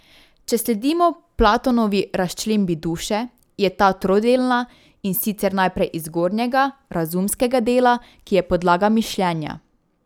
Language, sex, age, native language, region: Slovenian, female, 18-29, Slovenian, Drava region